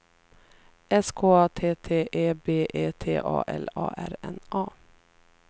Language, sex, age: Swedish, female, 33